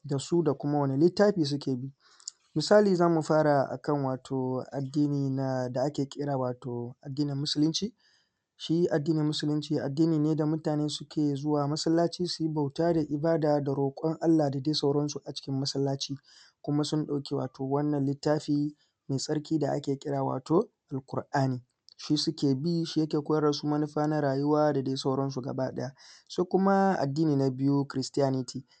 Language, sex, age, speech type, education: Hausa, male, 15-29, spontaneous, secondary